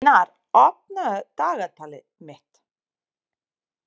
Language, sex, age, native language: Icelandic, female, 30-39, Serbo-Croatian